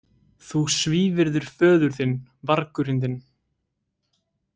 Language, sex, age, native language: Icelandic, male, 18-19, Icelandic